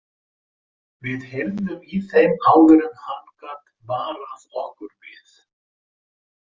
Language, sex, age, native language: Icelandic, male, 50-59, Icelandic